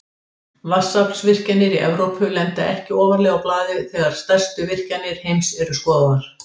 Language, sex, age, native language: Icelandic, female, 60-69, Icelandic